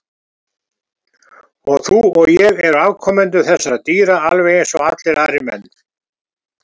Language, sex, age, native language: Icelandic, male, 70-79, Icelandic